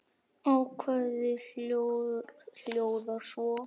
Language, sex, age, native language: Icelandic, male, 10, Icelandic